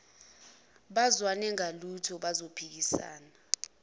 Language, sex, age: Zulu, female, 21